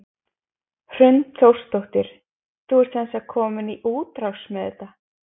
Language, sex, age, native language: Icelandic, female, 20-29, Icelandic